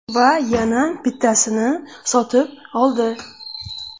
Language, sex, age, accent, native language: Uzbek, female, 25-34, Qashqadaryo, Uzbek